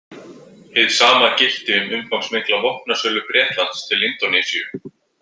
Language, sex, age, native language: Icelandic, male, 20-29, Icelandic